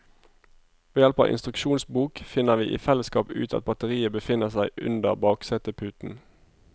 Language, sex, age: Norwegian, male, 25